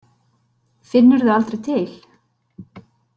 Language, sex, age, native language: Icelandic, female, 30-39, Icelandic